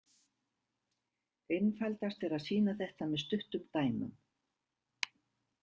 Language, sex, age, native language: Icelandic, female, 70-79, Icelandic